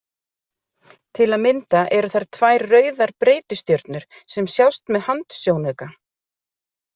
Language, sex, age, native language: Icelandic, female, 40-49, Icelandic